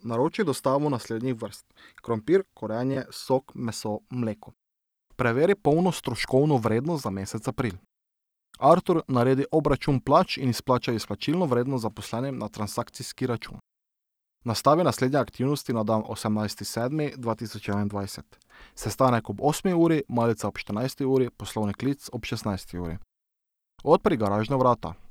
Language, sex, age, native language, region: Slovenian, male, 18-29, Slovenian, Drava region